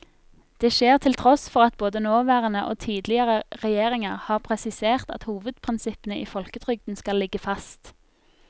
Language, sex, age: Norwegian, female, 24